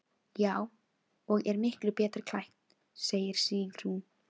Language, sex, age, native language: Icelandic, female, 16, Filipino